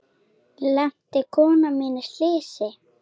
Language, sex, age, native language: Icelandic, female, 7, Icelandic